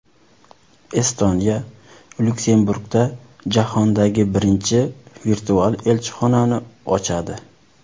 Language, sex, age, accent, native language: Uzbek, male, 19-29, Surxondaryo, Uzbek